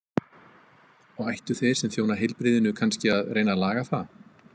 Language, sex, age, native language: Icelandic, male, 50-59, Icelandic